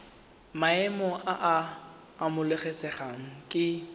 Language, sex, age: Tswana, male, 19